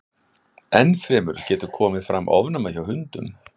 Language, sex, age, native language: Icelandic, male, 60-69, Icelandic